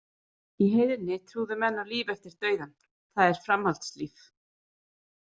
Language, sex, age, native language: Icelandic, female, 30-39, Icelandic